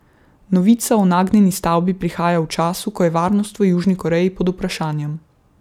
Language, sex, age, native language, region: Slovenian, female, 18-29, Slovenian, Central Slovenia